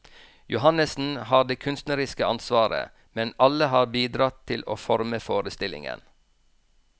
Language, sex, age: Norwegian, male, 46